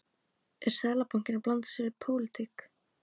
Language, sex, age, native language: Icelandic, female, 18-19, Icelandic